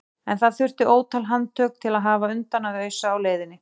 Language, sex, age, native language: Icelandic, female, 40-49, Icelandic